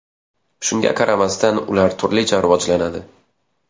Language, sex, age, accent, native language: Uzbek, male, 19-29, Xorazm, Uzbek